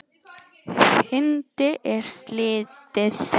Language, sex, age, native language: Icelandic, female, 18-19, Icelandic